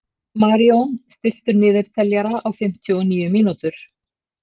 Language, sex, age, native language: Icelandic, female, 50-59, Icelandic